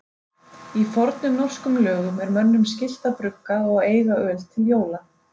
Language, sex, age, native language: Icelandic, female, 30-39, Icelandic